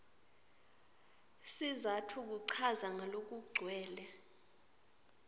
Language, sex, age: Swati, female, 26